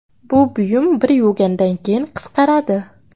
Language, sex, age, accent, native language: Uzbek, female, 18-24, Qashqadaryo, Uzbek